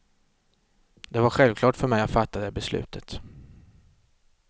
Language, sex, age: Swedish, male, 36